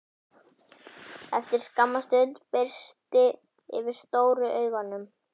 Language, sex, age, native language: Icelandic, female, 11, Icelandic